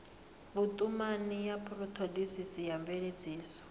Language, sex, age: Venda, female, 39